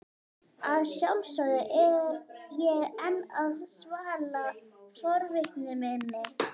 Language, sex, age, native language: Icelandic, female, 11, Icelandic